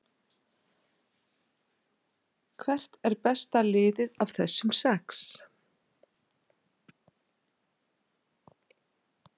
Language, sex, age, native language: Icelandic, female, 60-69, Icelandic